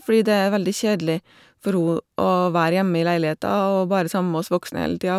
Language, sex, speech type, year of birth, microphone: Norwegian, female, spontaneous, 1985, Shure